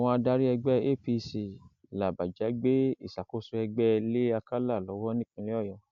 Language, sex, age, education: Yoruba, male, 46-60, tertiary